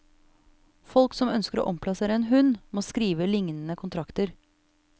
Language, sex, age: Norwegian, female, 34